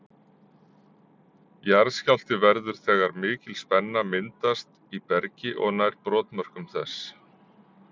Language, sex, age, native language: Icelandic, male, 40-49, Icelandic